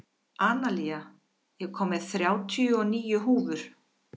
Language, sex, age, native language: Icelandic, female, 50-59, Icelandic